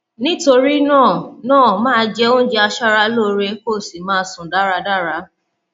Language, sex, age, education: Yoruba, female, 30-45, tertiary